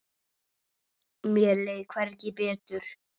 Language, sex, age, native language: Icelandic, male, 9, Icelandic